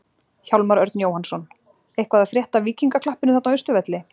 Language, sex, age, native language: Icelandic, female, 40-49, Icelandic